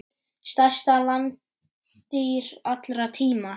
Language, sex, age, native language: Icelandic, male, 10, Icelandic